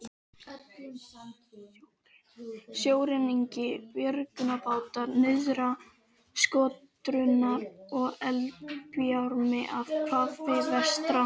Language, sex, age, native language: Icelandic, other, 12, Icelandic